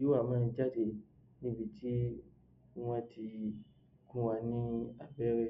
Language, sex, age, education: Yoruba, male, 30-45, tertiary